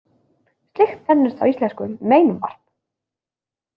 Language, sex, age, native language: Icelandic, female, 20-29, Icelandic